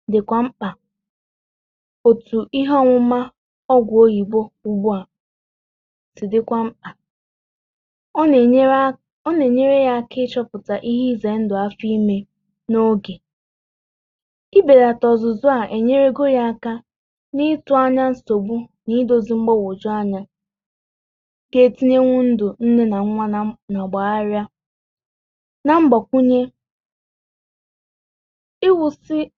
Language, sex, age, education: Igbo, female, 30-45, tertiary